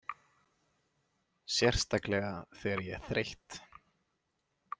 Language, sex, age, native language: Icelandic, male, 20-29, Icelandic